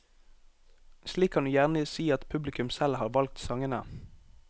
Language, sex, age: Norwegian, male, 18